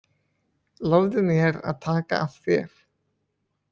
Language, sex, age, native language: Icelandic, male, 20-29, Icelandic